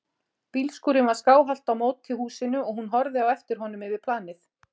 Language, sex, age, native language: Icelandic, female, 40-49, Icelandic